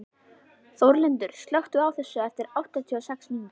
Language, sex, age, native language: Icelandic, female, 11, Icelandic